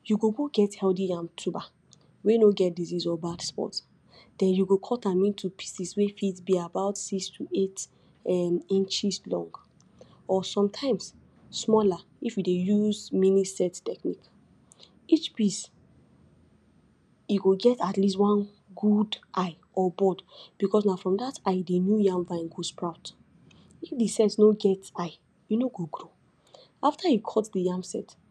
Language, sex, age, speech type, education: Nigerian Pidgin, female, 46-60, spontaneous, tertiary